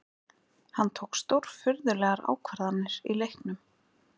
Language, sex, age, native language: Icelandic, female, 20-29, Icelandic